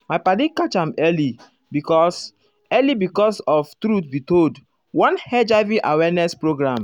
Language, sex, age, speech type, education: Nigerian Pidgin, male, 15-29, spontaneous, tertiary